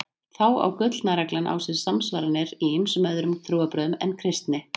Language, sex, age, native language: Icelandic, female, 30-39, Icelandic